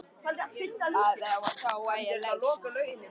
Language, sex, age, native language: Icelandic, male, 18-19, Icelandic